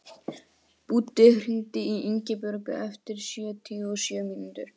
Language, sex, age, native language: Icelandic, female, 18-19, Icelandic